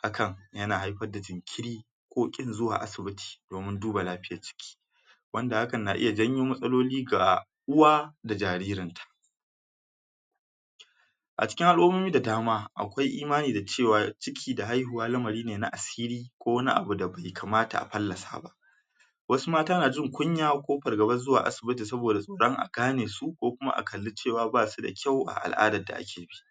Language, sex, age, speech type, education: Hausa, male, 46-60, spontaneous, tertiary